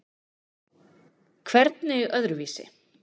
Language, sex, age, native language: Icelandic, female, 40-49, Icelandic